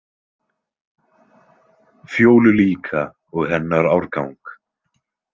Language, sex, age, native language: Icelandic, male, 20-29, Icelandic